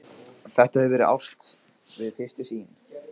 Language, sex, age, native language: Icelandic, male, 15, Icelandic